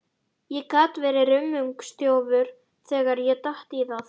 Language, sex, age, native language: Icelandic, female, 12, Icelandic